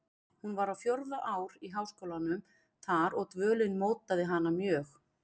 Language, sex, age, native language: Icelandic, female, 40-49, Icelandic